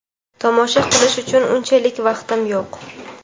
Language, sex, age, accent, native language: Uzbek, female, 18-24, Toshkent viloyati, Uzbek